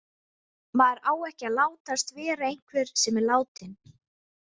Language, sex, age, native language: Icelandic, female, 20-29, Icelandic